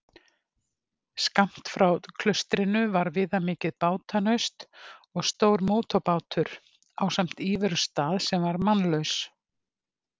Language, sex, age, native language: Icelandic, female, 50-59, Icelandic